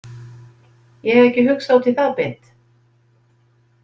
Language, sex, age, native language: Icelandic, female, 50-59, Icelandic